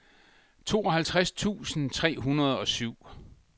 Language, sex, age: Danish, male, 62